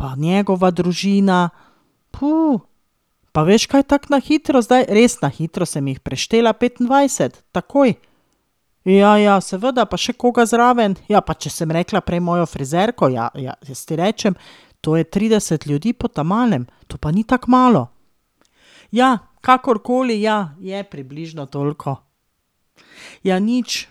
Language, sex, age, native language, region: Slovenian, female, 30-49, Slovenian, Drava region